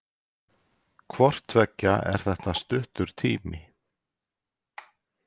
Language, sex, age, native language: Icelandic, male, 40-49, Icelandic